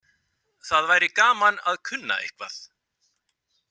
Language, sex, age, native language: Icelandic, male, 50-59, Icelandic